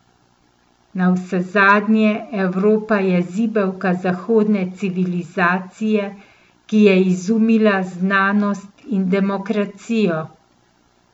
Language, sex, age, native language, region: Slovenian, female, 50-59, Slovenian, Central Slovenia